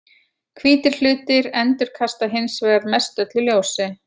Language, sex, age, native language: Icelandic, female, 40-49, Icelandic